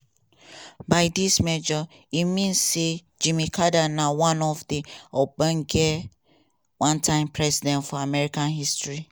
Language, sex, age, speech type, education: Nigerian Pidgin, female, 15-29, spontaneous, tertiary